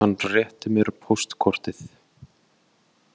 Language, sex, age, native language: Icelandic, male, 20-29, Icelandic